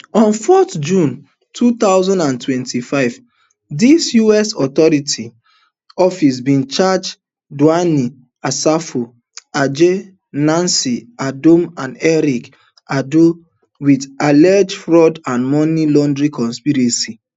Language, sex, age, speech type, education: Nigerian Pidgin, male, 30-45, spontaneous, tertiary